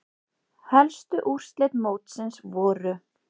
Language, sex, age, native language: Icelandic, male, 8, Icelandic